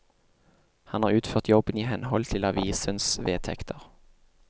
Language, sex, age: Norwegian, male, 28